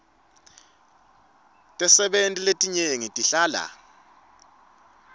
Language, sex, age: Swati, male, 25